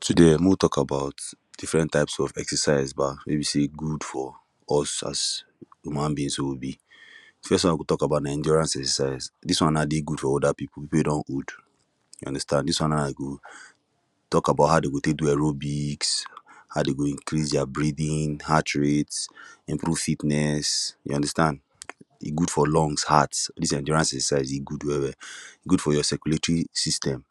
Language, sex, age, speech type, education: Nigerian Pidgin, male, 15-29, spontaneous, tertiary